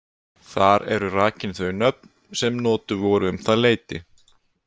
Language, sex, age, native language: Icelandic, male, 20-29, Icelandic